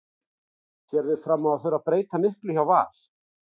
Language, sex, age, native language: Icelandic, male, 40-49, Icelandic